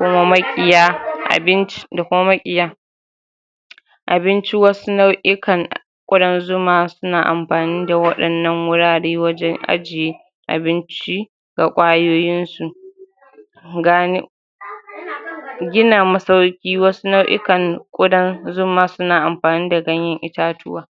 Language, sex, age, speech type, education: Hausa, female, 46-60, spontaneous, tertiary